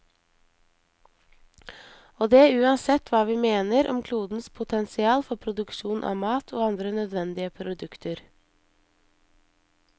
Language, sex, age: Norwegian, female, 23